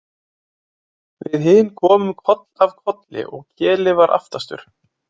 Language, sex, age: Icelandic, male, 20-29